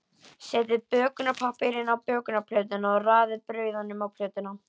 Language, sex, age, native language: Icelandic, female, 11, Icelandic